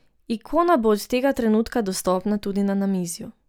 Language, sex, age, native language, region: Slovenian, female, 18-29, Slovenian, Drava region